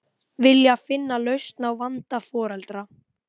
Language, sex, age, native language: Icelandic, female, 18-19, Icelandic